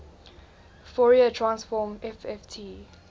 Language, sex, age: English, female, 20